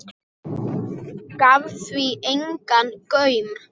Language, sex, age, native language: Icelandic, male, 6, Icelandic